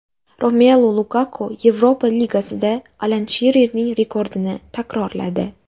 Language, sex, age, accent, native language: Uzbek, female, under 19, Jizzax, Uzbek